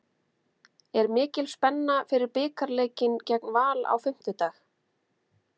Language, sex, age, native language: Icelandic, female, 30-39, Icelandic